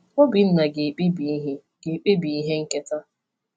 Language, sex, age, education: Igbo, female, 15-29, tertiary